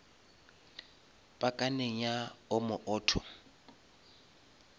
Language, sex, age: Northern Sotho, male, 26